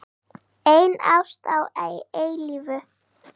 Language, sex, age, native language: Icelandic, female, 8, Icelandic